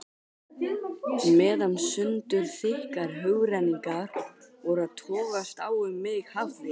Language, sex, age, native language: Icelandic, male, 12, Icelandic